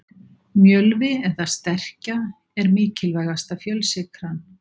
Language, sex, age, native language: Icelandic, female, 60-69, Icelandic